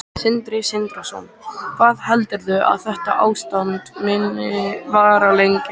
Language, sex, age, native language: Icelandic, male, 13, Icelandic